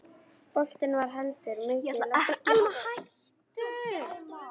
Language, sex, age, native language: Icelandic, female, 18-19, Icelandic